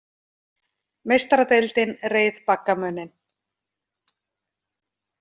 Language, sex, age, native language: Icelandic, female, 40-49, Icelandic